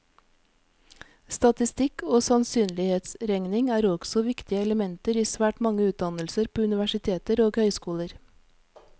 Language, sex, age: Norwegian, female, 46